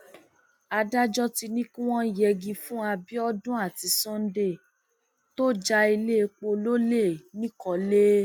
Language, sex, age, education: Yoruba, female, 30-45, tertiary